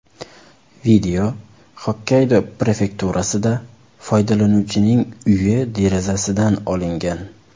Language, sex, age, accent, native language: Uzbek, male, 19-29, Surxondaryo, Uzbek